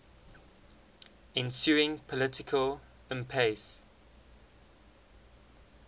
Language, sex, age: English, male, 19